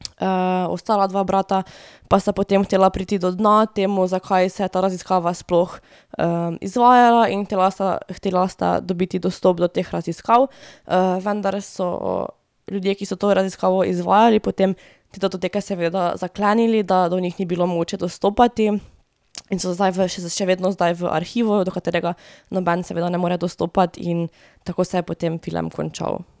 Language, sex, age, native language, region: Slovenian, female, 18-29, Slovenian, Drava region